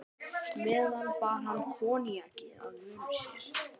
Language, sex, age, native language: Icelandic, male, 12, Icelandic